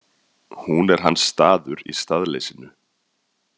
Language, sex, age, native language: Icelandic, male, 30-39, Icelandic